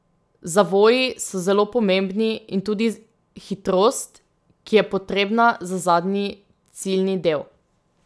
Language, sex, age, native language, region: Slovenian, female, 18-29, Slovenian, Drava region